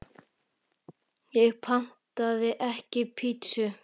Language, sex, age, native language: Icelandic, female, 8, Icelandic